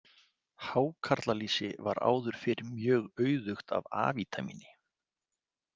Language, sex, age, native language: Icelandic, male, 40-49, Icelandic